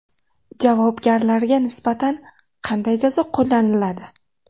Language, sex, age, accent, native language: Uzbek, female, 18-24, Navoiy, Uzbek